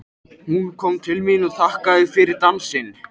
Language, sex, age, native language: Icelandic, male, 13, Icelandic